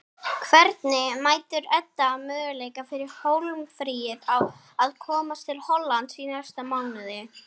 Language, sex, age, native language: Icelandic, female, 18-19, Icelandic